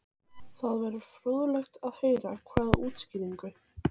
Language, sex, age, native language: Icelandic, female, 15, Icelandic